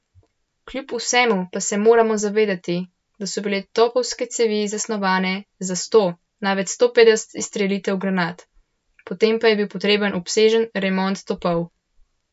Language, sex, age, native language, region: Slovenian, male, 12-17, Slovenian, Central Slovenia